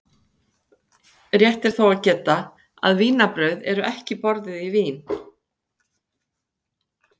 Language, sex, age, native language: Icelandic, female, 50-59, Icelandic